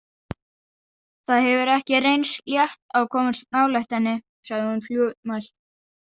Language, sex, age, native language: Icelandic, female, 40-49, Icelandic